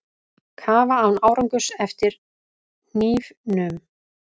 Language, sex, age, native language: Icelandic, female, 30-39, Icelandic